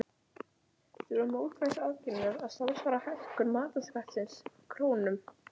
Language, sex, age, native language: Icelandic, male, 11, Icelandic